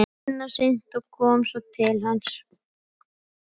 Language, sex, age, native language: Icelandic, male, 11, Icelandic